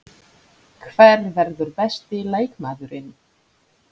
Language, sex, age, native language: Icelandic, female, 30-39, Polish